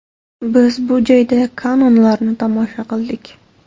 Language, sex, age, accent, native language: Uzbek, female, 18-24, Samarqand, Uzbek